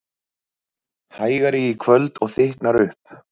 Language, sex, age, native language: Icelandic, male, 30-39, Icelandic